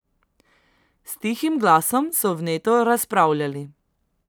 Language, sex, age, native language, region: Slovenian, female, 18-29, Slovenian, Central Slovenia